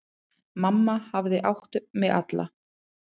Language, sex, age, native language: Icelandic, female, 30-39, Icelandic